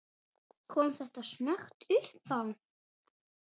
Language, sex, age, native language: Icelandic, female, 6, Icelandic